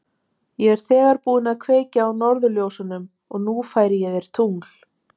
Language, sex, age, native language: Icelandic, female, 50-59, Icelandic